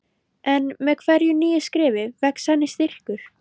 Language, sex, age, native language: Icelandic, female, 13, Icelandic